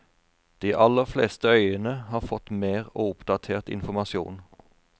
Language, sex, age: Norwegian, male, 41